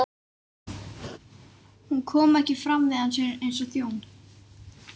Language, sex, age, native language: Icelandic, male, 11, Icelandic